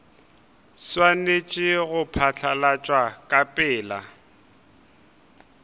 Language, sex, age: Northern Sotho, male, 23